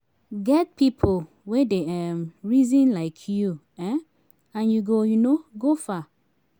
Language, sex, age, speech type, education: Nigerian Pidgin, female, 30-45, spontaneous, tertiary